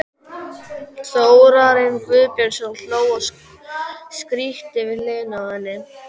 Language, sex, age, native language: Icelandic, male, 12, Icelandic